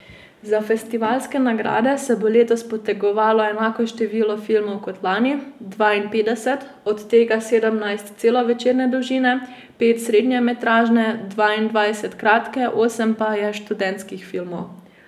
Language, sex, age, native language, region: Slovenian, female, 18-29, Slovenian, Savinja region